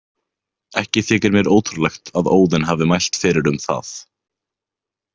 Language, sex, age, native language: Icelandic, male, 18-19, Icelandic